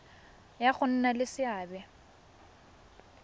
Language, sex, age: Tswana, female, 20